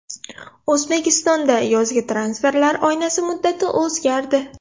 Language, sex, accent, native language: Uzbek, female, Surxondaryo, Russian